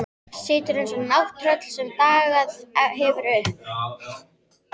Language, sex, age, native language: Icelandic, female, 13, Icelandic